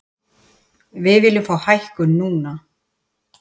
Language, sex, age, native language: Icelandic, female, 40-49, Icelandic